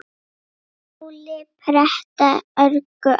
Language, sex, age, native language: Icelandic, female, 8, Icelandic